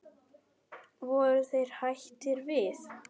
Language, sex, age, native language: Icelandic, male, 10, Icelandic